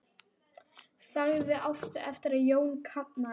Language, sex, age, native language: Icelandic, female, 10, German